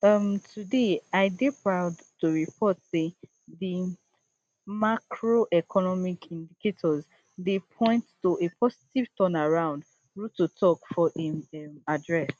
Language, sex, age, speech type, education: Nigerian Pidgin, female, 15-29, spontaneous, tertiary